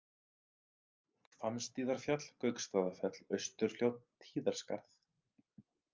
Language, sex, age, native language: Icelandic, male, 30-39, Icelandic